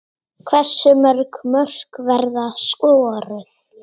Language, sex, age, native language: Icelandic, female, 8, Icelandic